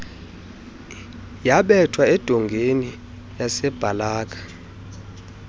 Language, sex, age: Xhosa, male, 20